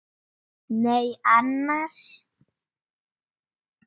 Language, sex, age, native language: Icelandic, female, 9, Icelandic